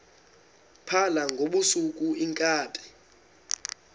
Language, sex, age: Xhosa, male, 19